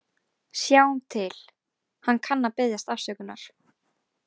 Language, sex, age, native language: Icelandic, female, 18-19, Icelandic